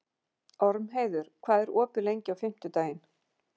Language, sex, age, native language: Icelandic, female, 50-59, Icelandic